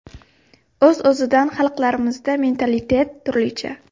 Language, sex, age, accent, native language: Uzbek, female, 18-24, Xorazm, Uzbek